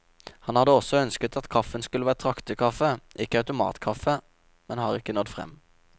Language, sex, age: Norwegian, male, 27